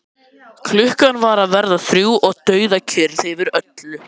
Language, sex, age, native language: Icelandic, male, 11, Icelandic